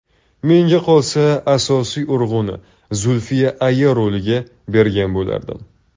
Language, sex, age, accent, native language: Uzbek, male, 19-29, Toshkent viloyati, Uzbek